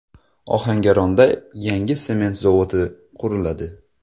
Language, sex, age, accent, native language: Uzbek, male, 19-29, Xorazm, Uzbek